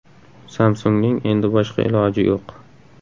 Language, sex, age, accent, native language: Uzbek, male, 18-24, Samarqand, Uzbek